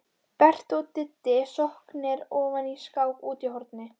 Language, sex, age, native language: Icelandic, female, 12, Icelandic